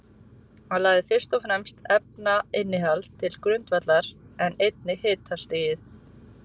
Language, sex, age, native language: Icelandic, female, 40-49, Icelandic